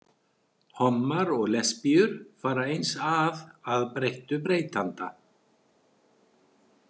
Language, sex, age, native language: Icelandic, male, 60-69, Icelandic